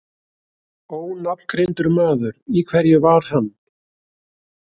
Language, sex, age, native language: Icelandic, male, 60-69, Icelandic